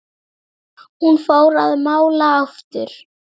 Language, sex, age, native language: Icelandic, female, 7, Icelandic